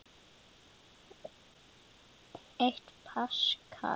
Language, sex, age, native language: Icelandic, female, 9, Icelandic